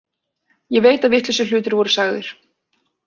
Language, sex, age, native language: Icelandic, female, 20-29, Icelandic